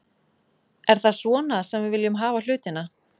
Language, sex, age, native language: Icelandic, female, 20-29, Icelandic